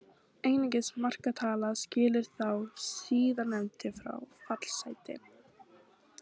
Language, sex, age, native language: Icelandic, female, 18-19, Icelandic